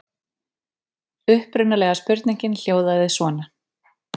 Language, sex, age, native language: Icelandic, female, 30-39, Icelandic